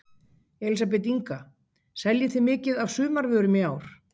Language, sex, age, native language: Icelandic, female, 50-59, Icelandic